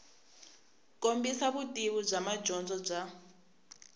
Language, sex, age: Tsonga, female, 24